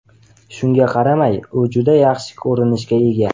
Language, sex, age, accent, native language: Uzbek, male, 18-24, Qashqadaryo, Uzbek